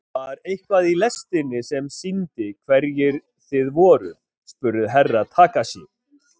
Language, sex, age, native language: Icelandic, male, 50-59, Icelandic